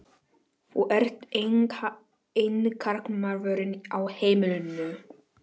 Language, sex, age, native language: Icelandic, male, 11, Polish